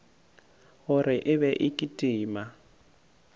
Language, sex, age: Northern Sotho, male, 19